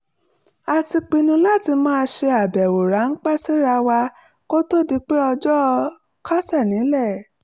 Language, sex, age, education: Yoruba, female, 30-45, tertiary